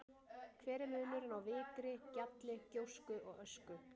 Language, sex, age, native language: Icelandic, female, 30-39, Icelandic